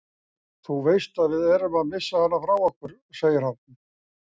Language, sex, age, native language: Icelandic, male, 60-69, Icelandic